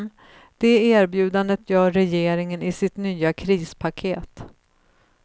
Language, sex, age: Swedish, female, 35